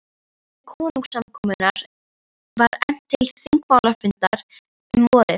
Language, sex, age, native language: Icelandic, female, 13, Icelandic